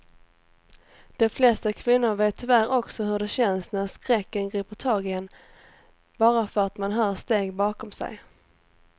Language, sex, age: Swedish, female, 18